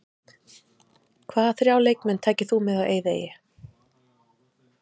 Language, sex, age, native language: Icelandic, female, 30-39, Icelandic